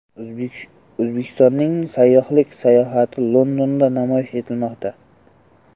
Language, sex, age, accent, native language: Uzbek, male, 12-17, Samarqand, Uzbek